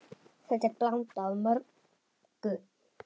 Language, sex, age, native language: Icelandic, male, 10, Icelandic